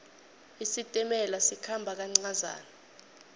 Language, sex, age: South Ndebele, female, 21